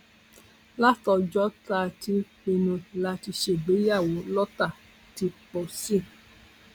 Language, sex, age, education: Yoruba, female, 46-60, tertiary